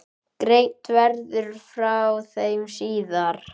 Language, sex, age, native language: Icelandic, male, 10, Icelandic